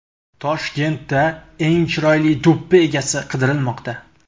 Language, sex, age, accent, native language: Uzbek, male, 25-34, Qashqadaryo, Uzbek